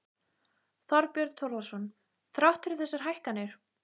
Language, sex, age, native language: Icelandic, female, 15, Icelandic